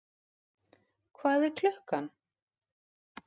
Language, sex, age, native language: Icelandic, female, 40-49, Icelandic